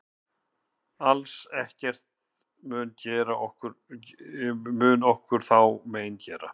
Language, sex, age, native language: Icelandic, male, 50-59, Icelandic